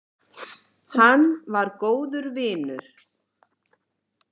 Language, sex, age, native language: Icelandic, male, 9, Icelandic